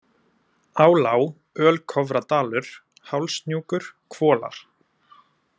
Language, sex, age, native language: Icelandic, male, 20-29, Icelandic